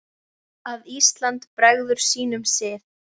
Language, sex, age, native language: Icelandic, female, 6, Icelandic